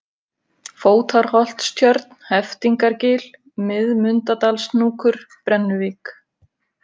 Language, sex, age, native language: Icelandic, female, 50-59, Icelandic